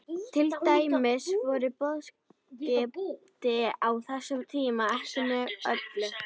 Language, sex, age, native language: Icelandic, female, 18-19, Icelandic